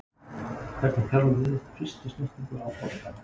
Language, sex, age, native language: Icelandic, male, 20-29, Icelandic